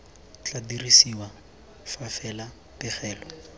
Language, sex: Tswana, male